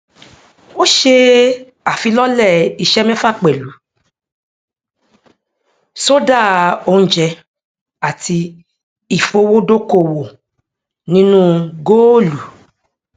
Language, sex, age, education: Yoruba, female, 46-60, tertiary